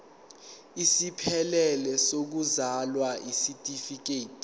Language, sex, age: Zulu, male, 19